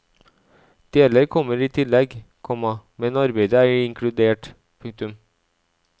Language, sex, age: Norwegian, male, 37